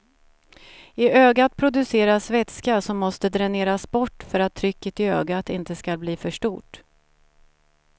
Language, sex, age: Swedish, female, 47